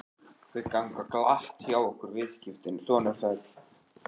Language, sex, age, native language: Icelandic, male, 13, Icelandic